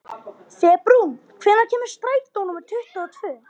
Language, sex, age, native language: Icelandic, female, 50-59, Icelandic